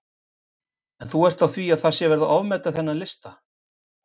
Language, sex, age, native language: Icelandic, male, 50-59, Icelandic